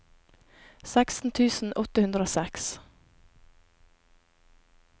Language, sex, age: Norwegian, female, 28